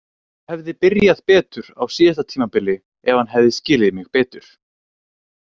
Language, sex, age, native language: Icelandic, male, 18-19, Icelandic